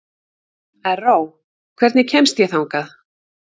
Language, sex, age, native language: Icelandic, female, 50-59, Icelandic